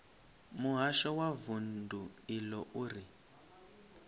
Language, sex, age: Venda, male, 25